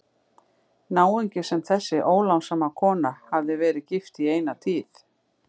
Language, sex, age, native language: Icelandic, female, 50-59, Icelandic